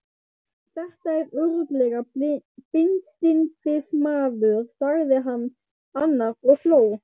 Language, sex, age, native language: Icelandic, male, 12, Icelandic